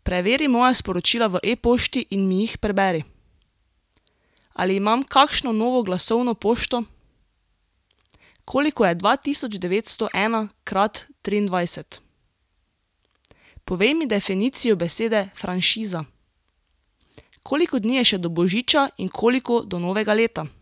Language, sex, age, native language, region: Slovenian, female, 18-29, Slovenian, Drava region